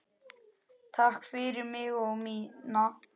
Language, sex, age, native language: Icelandic, male, 9, Icelandic